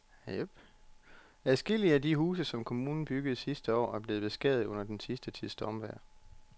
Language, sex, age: Danish, male, 34